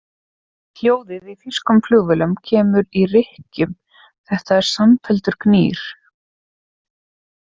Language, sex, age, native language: Icelandic, female, 30-39, Icelandic